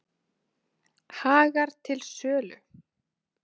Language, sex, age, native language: Icelandic, female, 30-39, Icelandic